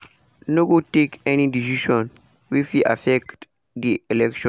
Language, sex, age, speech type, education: Nigerian Pidgin, male, 15-29, spontaneous, secondary